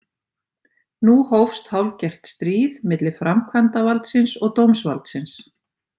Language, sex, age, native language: Icelandic, female, 50-59, Icelandic